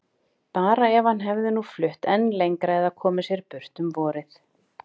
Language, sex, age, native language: Icelandic, female, 50-59, Icelandic